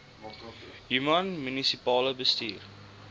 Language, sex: Afrikaans, male